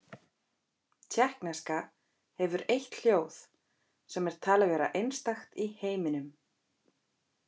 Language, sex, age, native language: Icelandic, female, 30-39, Icelandic